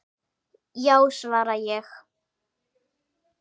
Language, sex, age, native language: Icelandic, female, 9, Icelandic